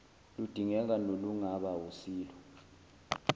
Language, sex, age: Zulu, male, 20